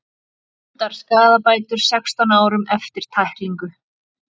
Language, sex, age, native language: Icelandic, female, 40-49, Icelandic